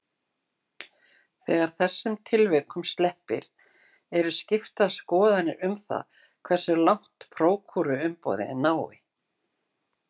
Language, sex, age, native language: Icelandic, female, 60-69, Icelandic